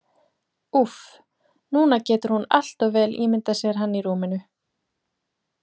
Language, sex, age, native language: Icelandic, female, 20-29, Icelandic